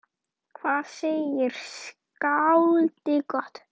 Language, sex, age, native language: Icelandic, female, 9, Icelandic